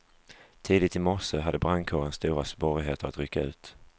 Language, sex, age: Swedish, male, 35